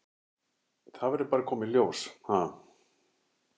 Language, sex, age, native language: Icelandic, male, 60-69, Icelandic